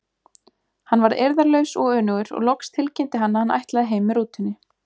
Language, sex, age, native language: Icelandic, female, 20-29, Icelandic